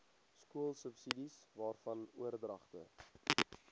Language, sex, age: Afrikaans, male, 18